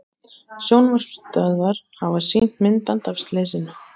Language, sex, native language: Icelandic, male, Icelandic